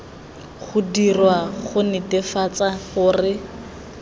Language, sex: Tswana, female